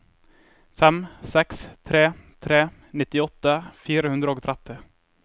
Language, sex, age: Norwegian, male, 21